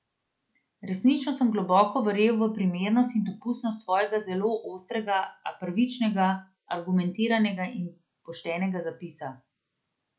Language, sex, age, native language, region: Slovenian, female, 30-49, Slovenian, Central Slovenia